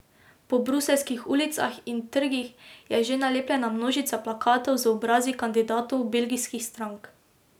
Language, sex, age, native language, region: Slovenian, female, 18-29, Slovenian, Drava region